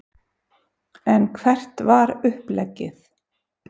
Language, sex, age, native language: Icelandic, female, 50-59, Icelandic